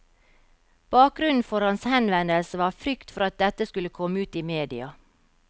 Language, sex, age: Norwegian, female, 52